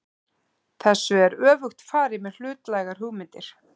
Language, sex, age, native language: Icelandic, female, 50-59, Icelandic